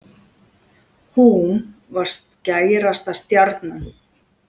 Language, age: Icelandic, 40-49